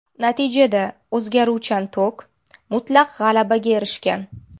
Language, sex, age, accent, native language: Uzbek, female, 18-24, Namangan, Uzbek